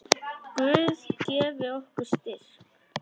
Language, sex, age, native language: Icelandic, female, 10, Icelandic